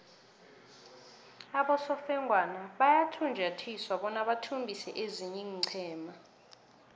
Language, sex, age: South Ndebele, female, 22